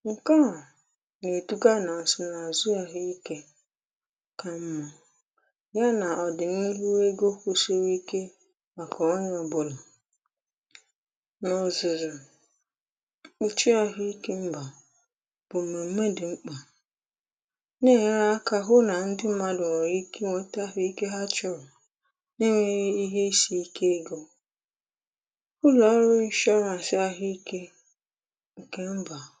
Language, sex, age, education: Igbo, female, 15-29, tertiary